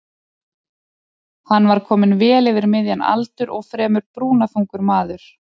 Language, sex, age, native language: Icelandic, female, 30-39, Icelandic